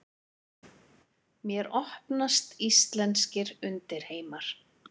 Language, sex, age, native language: Icelandic, female, 50-59, Icelandic